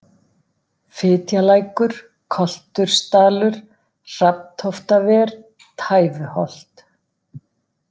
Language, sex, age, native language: Icelandic, female, 50-59, Icelandic